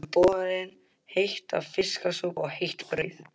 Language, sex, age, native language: Icelandic, male, 12, Icelandic